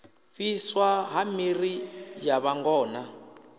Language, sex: Venda, male